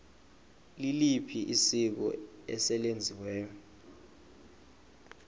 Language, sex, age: Xhosa, male, 22